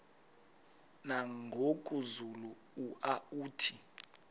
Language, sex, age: Xhosa, male, 20